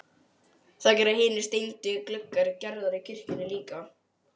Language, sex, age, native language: Icelandic, male, 12, Icelandic